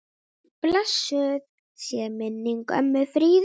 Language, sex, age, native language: Icelandic, female, 9, Icelandic